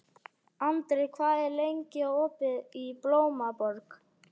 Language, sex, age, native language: Icelandic, female, 12, Icelandic